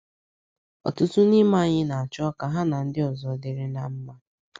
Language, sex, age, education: Igbo, female, 15-29, secondary